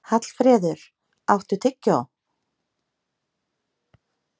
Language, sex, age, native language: Icelandic, female, 30-39, Icelandic